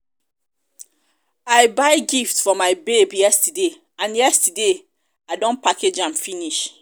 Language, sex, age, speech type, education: Nigerian Pidgin, female, 30-45, spontaneous, tertiary